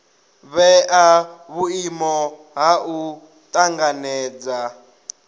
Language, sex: Venda, male